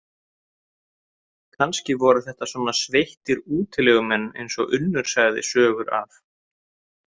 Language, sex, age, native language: Icelandic, male, 30-39, Icelandic